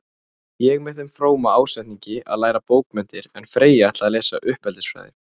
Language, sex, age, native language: Icelandic, male, 20-29, Icelandic